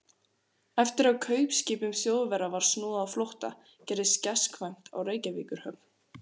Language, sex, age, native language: Icelandic, female, 18-19, Icelandic